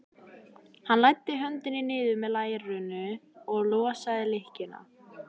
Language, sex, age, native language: Icelandic, female, 14, Icelandic